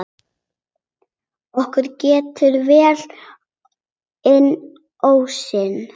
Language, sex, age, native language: Icelandic, other, 8, Icelandic